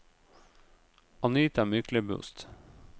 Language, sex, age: Norwegian, male, 38